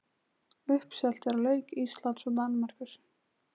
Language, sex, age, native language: Icelandic, female, 20-29, Icelandic